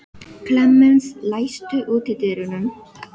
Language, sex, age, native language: Icelandic, female, 12, Filipino